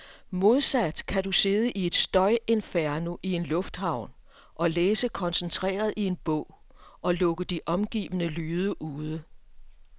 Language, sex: Danish, female